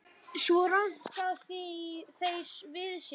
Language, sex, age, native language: Icelandic, male, 10, Icelandic